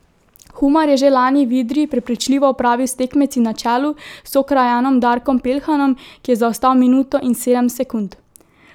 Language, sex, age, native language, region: Slovenian, female, 18-29, Slovenian, Drava region